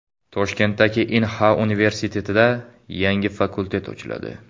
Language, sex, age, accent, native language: Uzbek, male, 18-24, Samarqand, Uzbek